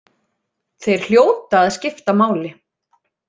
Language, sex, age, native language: Icelandic, female, 30-39, Icelandic